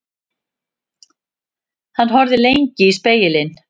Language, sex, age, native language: Icelandic, female, 50-59, Icelandic